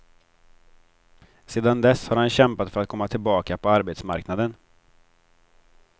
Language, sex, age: Swedish, male, 23